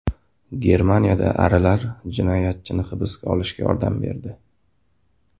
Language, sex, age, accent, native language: Uzbek, male, 19-29, Toshkent viloyati, Uzbek